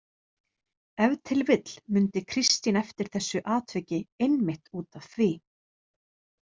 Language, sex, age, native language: Icelandic, female, 30-39, Icelandic